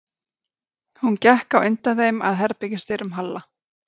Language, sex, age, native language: Icelandic, female, 30-39, Icelandic